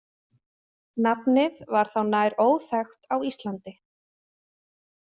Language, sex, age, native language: Icelandic, female, 20-29, Icelandic